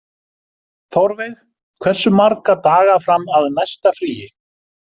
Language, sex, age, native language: Icelandic, male, 50-59, Icelandic